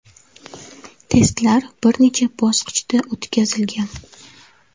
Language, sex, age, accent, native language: Uzbek, female, 18-24, Navoiy, Uzbek